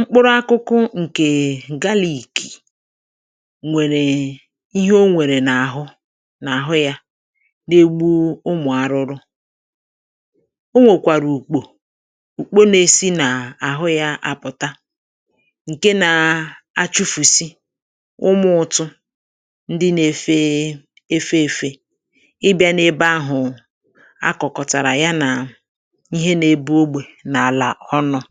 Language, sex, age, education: Igbo, female, 30-45, tertiary